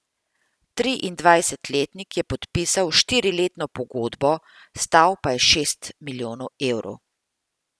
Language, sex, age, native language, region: Slovenian, female, 50-59, Slovenian, Central Slovenia